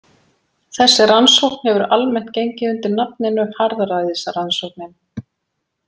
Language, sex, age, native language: Icelandic, female, 40-49, Icelandic